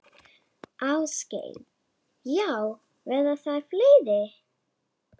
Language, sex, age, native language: Icelandic, female, 8, Icelandic